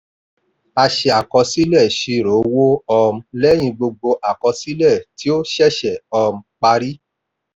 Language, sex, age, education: Yoruba, male, 46-60, tertiary